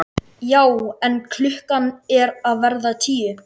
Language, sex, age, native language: Icelandic, other, 13, Icelandic